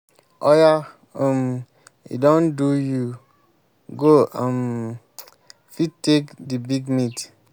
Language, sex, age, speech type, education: Nigerian Pidgin, male, 15-29, spontaneous, tertiary